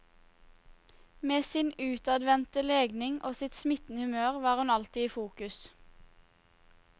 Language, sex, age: Norwegian, female, 21